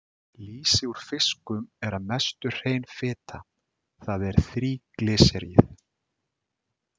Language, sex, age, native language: Icelandic, male, 40-49, Icelandic